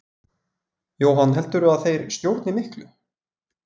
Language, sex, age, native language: Icelandic, male, 20-29, Icelandic